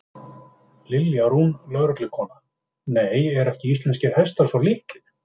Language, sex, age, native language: Icelandic, male, 50-59, Icelandic